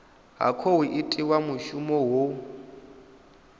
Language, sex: Venda, male